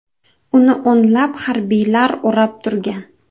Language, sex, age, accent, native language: Uzbek, female, 18-24, Andijon, Uzbek